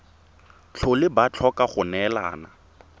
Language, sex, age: Tswana, male, 23